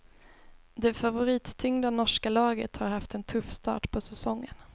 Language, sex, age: Swedish, female, 22